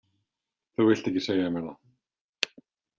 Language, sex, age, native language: Icelandic, male, 50-59, Icelandic